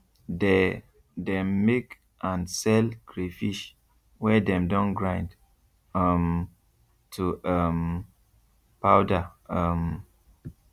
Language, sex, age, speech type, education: Nigerian Pidgin, male, 15-29, spontaneous, tertiary